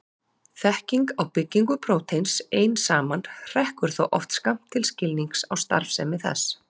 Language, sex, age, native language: Icelandic, female, 40-49, Icelandic